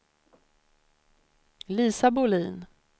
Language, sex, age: Swedish, female, 30